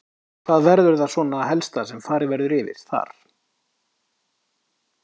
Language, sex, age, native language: Icelandic, male, 30-39, Icelandic